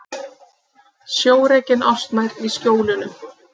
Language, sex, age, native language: Icelandic, female, 30-39, Icelandic